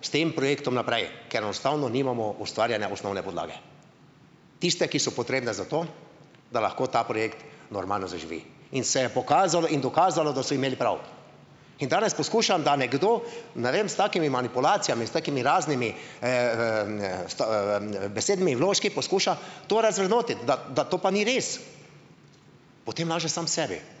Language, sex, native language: Slovenian, male, Slovenian